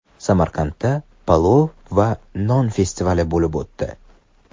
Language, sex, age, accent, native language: Uzbek, male, under 19, Sirdaryo, Uzbek